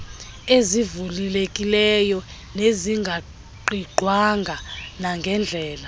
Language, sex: Xhosa, female